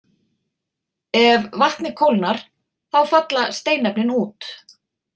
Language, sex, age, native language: Icelandic, female, 40-49, Icelandic